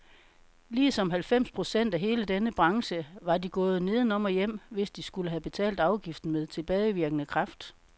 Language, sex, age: Danish, female, 52